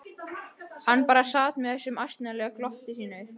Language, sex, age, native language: Icelandic, male, 12, Icelandic